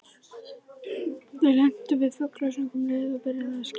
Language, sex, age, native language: Icelandic, male, 11, Icelandic